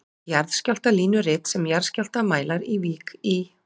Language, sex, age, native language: Icelandic, female, 40-49, Icelandic